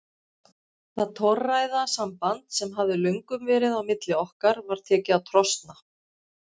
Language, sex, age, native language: Icelandic, female, 50-59, Icelandic